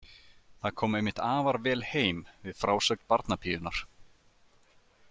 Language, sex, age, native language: Icelandic, male, 30-39, Icelandic